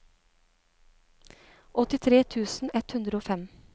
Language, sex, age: Norwegian, female, 36